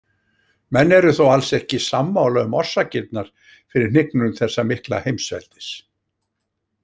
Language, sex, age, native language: Icelandic, male, 60-69, Icelandic